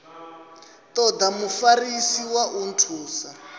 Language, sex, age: Venda, male, 27